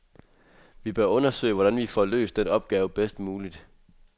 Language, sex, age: Danish, male, 23